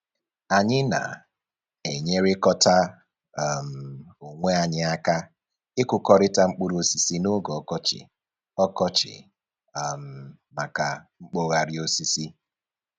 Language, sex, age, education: Igbo, male, 15-29, tertiary